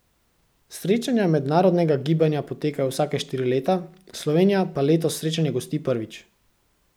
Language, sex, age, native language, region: Slovenian, male, 18-29, Slovenian, Central Slovenia